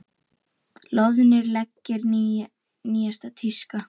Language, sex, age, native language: Icelandic, female, 18-19, Icelandic